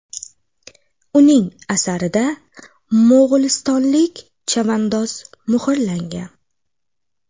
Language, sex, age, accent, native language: Uzbek, female, 18-24, Xorazm, Uzbek